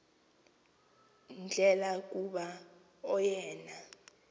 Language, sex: Xhosa, female